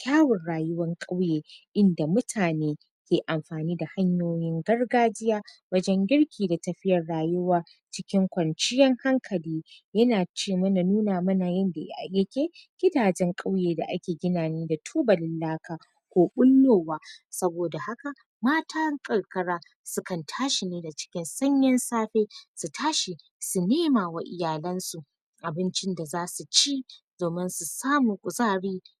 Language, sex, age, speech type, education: Hausa, female, 15-29, spontaneous, tertiary